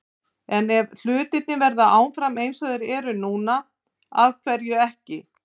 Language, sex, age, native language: Icelandic, female, 50-59, Icelandic